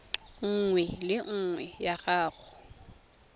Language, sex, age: Tswana, female, 24